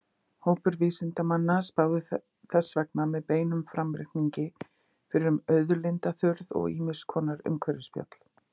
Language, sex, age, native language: Icelandic, female, 50-59, Icelandic